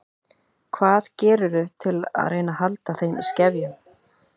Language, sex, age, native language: Icelandic, female, 30-39, Icelandic